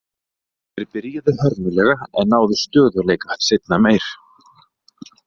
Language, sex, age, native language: Icelandic, male, 30-39, Icelandic